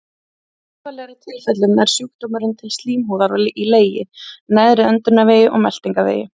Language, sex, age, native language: Icelandic, female, 30-39, Icelandic